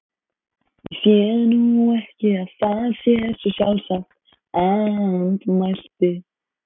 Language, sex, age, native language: Icelandic, male, 14, Icelandic